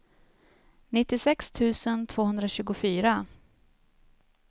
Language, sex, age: Swedish, female, 29